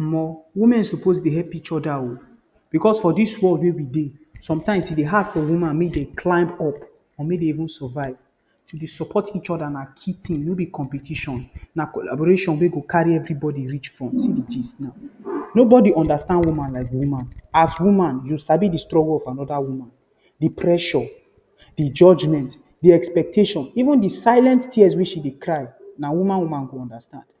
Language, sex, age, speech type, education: Nigerian Pidgin, male, 15-29, spontaneous, tertiary